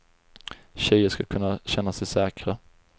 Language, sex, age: Swedish, male, 20